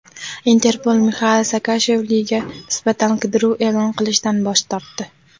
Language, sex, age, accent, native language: Uzbek, female, 18-24, Andijon, Uzbek